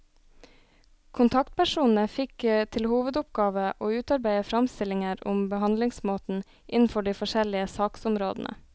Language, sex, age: Norwegian, female, 26